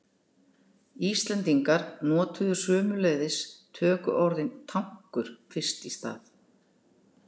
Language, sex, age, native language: Icelandic, female, 60-69, Icelandic